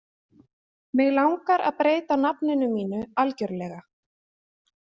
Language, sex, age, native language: Icelandic, female, 20-29, Icelandic